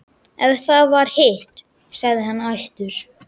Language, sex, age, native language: Icelandic, male, 11, Icelandic